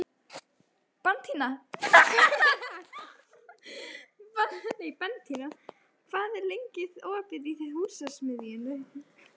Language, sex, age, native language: Icelandic, female, 13, Icelandic